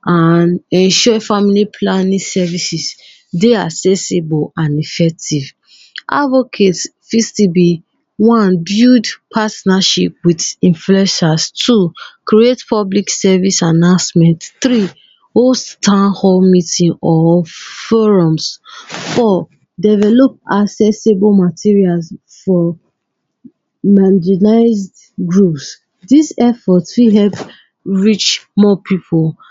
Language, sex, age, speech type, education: Nigerian Pidgin, female, 15-29, spontaneous, tertiary